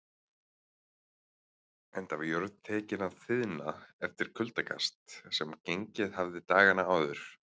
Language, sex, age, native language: Icelandic, male, 30-39, Icelandic